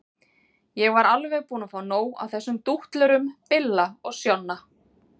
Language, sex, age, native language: Icelandic, female, 40-49, Icelandic